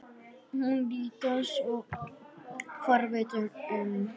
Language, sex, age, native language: Icelandic, female, 9, Icelandic